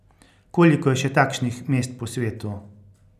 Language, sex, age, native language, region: Slovenian, male, 50-59, Slovenian, Carinthia region